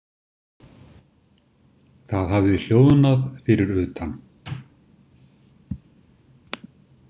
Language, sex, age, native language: Icelandic, male, 60-69, Icelandic